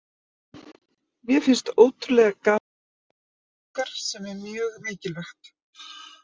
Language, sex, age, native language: Icelandic, female, 50-59, Icelandic